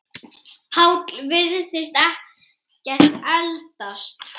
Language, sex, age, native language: Icelandic, female, 8, Icelandic